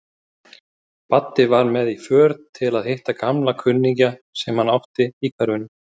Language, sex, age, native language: Icelandic, male, 30-39, Icelandic